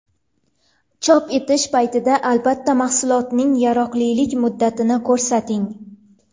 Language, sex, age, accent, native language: Uzbek, female, 18-24, Toshkent viloyati, Uzbek